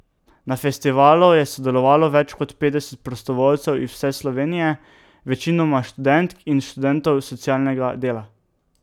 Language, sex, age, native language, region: Slovenian, male, 18-29, Slovenian, Drava region